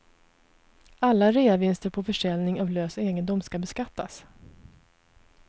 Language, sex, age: Swedish, female, 33